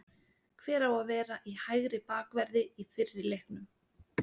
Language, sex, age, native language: Icelandic, female, 30-39, Icelandic